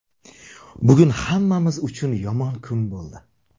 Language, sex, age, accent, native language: Uzbek, male, 25-34, Surxondaryo, Uzbek